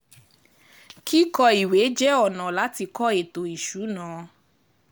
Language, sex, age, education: Yoruba, female, 15-29, tertiary